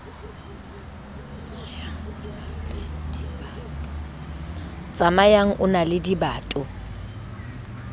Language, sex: Southern Sotho, female